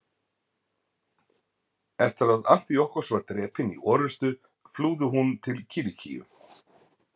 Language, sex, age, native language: Icelandic, male, 50-59, Icelandic